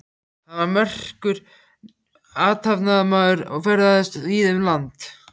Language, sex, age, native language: Icelandic, male, 14, Icelandic